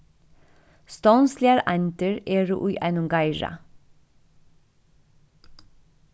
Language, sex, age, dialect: Faroese, female, 36-60, Suðurstreymoy